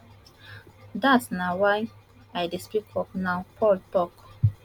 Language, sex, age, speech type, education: Nigerian Pidgin, female, 15-29, spontaneous, tertiary